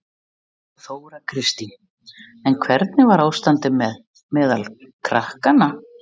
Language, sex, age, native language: Icelandic, female, 60-69, Icelandic